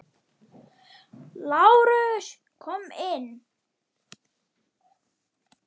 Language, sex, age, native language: Icelandic, male, 8, Icelandic